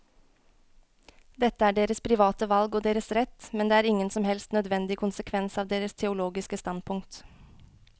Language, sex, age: Norwegian, female, 21